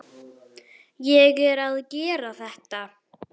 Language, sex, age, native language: Icelandic, female, 9, Icelandic